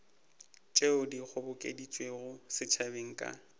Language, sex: Northern Sotho, male